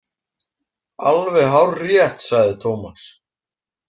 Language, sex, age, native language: Icelandic, male, 18-19, Icelandic